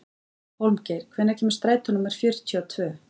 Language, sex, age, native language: Icelandic, female, 40-49, Icelandic